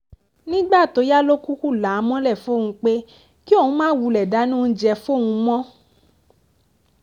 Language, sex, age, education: Yoruba, female, 15-29, tertiary